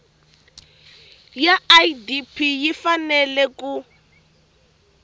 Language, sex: Tsonga, female